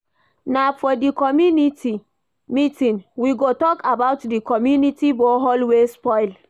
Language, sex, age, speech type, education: Nigerian Pidgin, female, 46-60, read, primary